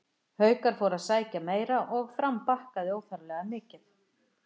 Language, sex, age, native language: Icelandic, female, 50-59, Icelandic